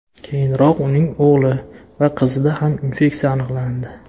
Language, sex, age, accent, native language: Uzbek, male, 19-29, Farg'ona, Uzbek